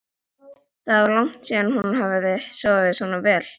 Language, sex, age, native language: Icelandic, female, 11, Icelandic